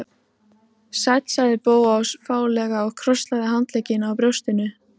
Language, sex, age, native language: Icelandic, female, 14, Icelandic